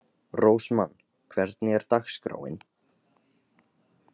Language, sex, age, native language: Icelandic, male, 18-19, Icelandic